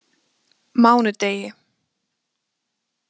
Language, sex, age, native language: Icelandic, female, 20-29, Icelandic